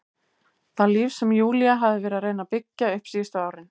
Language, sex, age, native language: Icelandic, female, 18-19, Icelandic